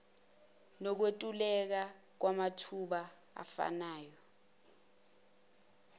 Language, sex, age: Zulu, female, 21